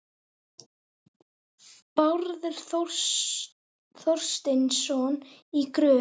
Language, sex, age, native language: Icelandic, female, 18-19, Icelandic